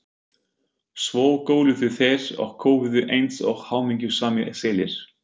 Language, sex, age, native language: Icelandic, male, 50-59, German